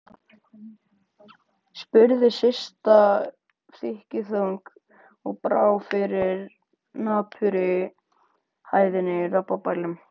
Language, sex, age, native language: Icelandic, male, 14, Icelandic